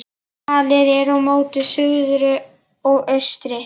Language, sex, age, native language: Icelandic, male, 11, Icelandic